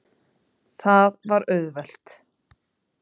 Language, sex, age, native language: Icelandic, female, 50-59, Icelandic